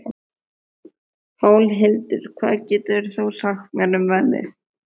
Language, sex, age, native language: Icelandic, male, 13, Icelandic